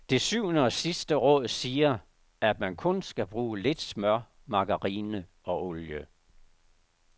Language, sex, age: Danish, male, 69